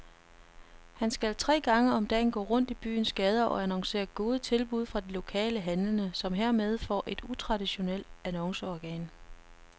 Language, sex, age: Danish, female, 33